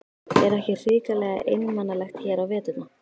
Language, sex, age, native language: Icelandic, female, 13, Icelandic